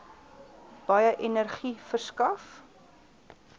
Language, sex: Afrikaans, female